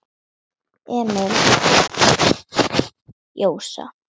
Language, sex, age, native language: Icelandic, female, 11, Icelandic